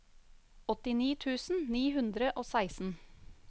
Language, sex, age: Norwegian, female, 35